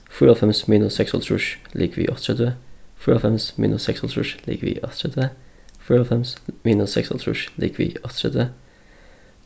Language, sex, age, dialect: Faroese, male, 15-35, Suðurstreymoy